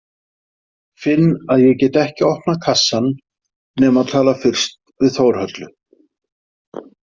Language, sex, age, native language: Icelandic, male, 50-59, Icelandic